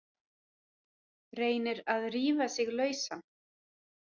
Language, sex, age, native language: Icelandic, female, 40-49, Icelandic